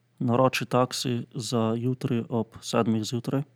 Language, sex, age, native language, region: Slovenian, male, 30-49, Slovenian, Central Slovenia